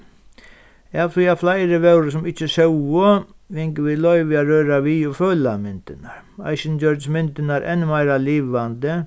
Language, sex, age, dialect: Faroese, male, 36-60, Sandoy